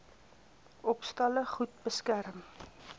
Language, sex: Afrikaans, female